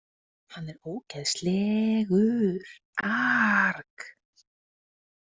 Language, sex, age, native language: Icelandic, female, 20-29, Icelandic